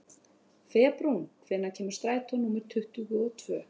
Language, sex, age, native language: Icelandic, female, 30-39, Icelandic